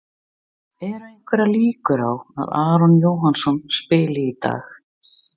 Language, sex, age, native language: Icelandic, female, 60-69, Icelandic